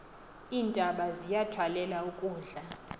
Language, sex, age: Xhosa, female, 20